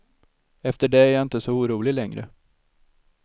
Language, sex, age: Swedish, male, 32